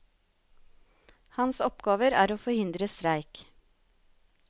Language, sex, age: Norwegian, female, 36